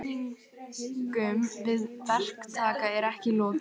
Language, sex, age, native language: Icelandic, female, 18-19, Icelandic